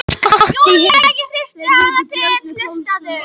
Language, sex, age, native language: Icelandic, female, 11, Icelandic